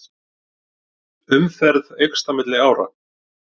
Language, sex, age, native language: Icelandic, male, 40-49, Icelandic